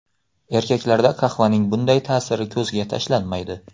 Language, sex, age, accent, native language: Uzbek, male, 18-24, Xorazm, Uzbek